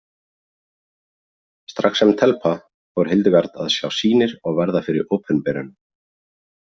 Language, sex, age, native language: Icelandic, male, 40-49, Icelandic